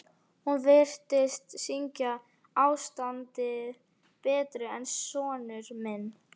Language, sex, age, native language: Icelandic, female, 12, Icelandic